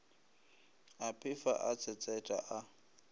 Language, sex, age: Northern Sotho, male, 25